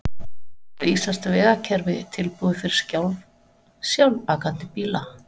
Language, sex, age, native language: Icelandic, female, 40-49, Icelandic